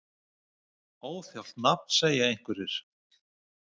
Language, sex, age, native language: Icelandic, male, 50-59, Icelandic